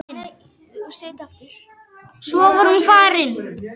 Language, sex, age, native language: Icelandic, male, 8, Icelandic